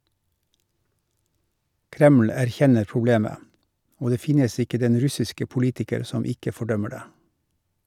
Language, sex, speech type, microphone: Norwegian, male, read, Shure